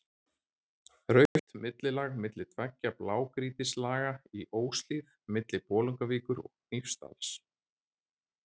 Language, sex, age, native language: Icelandic, male, 30-39, Icelandic